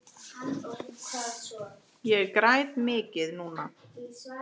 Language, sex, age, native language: Icelandic, female, 10, Icelandic